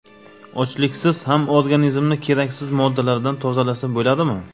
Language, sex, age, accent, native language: Uzbek, male, 25-34, Navoiy, Uzbek